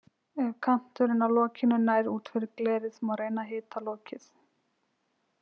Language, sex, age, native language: Icelandic, female, 20-29, Icelandic